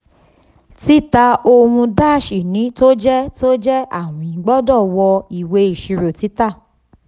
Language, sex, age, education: Yoruba, female, 15-29, tertiary